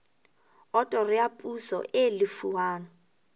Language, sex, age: Southern Sotho, female, 20